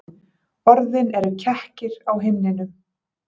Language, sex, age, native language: Icelandic, female, 30-39, Icelandic